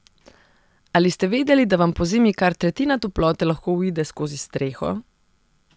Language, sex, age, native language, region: Slovenian, female, 30-49, Serbian, Central Slovenia